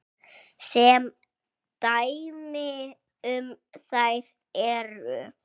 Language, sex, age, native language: Icelandic, male, 6, Icelandic